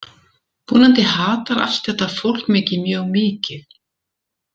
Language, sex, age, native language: Icelandic, female, 70-79, Icelandic